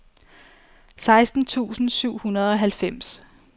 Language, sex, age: Danish, female, 34